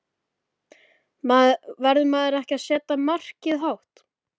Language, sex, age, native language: Icelandic, male, 13, Icelandic